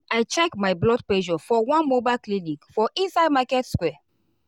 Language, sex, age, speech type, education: Nigerian Pidgin, female, 30-45, spontaneous, tertiary